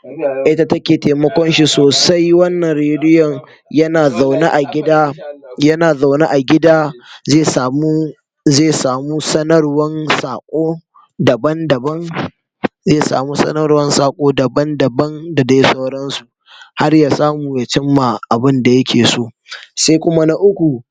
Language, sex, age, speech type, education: Hausa, male, 46-60, spontaneous, tertiary